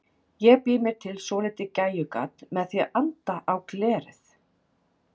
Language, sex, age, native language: Icelandic, female, 40-49, Icelandic